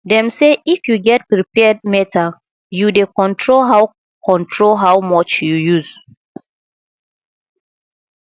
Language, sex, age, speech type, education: Nigerian Pidgin, female, 30-45, spontaneous, tertiary